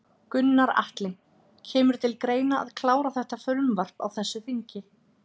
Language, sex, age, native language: Icelandic, female, 30-39, Icelandic